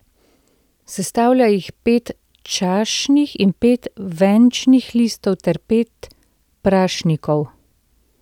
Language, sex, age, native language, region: Slovenian, female, 30-49, Slovenian, Central Slovenia